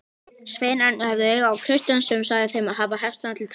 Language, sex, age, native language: Icelandic, male, 18-19, Icelandic